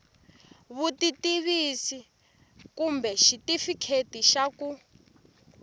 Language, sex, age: Tsonga, female, 18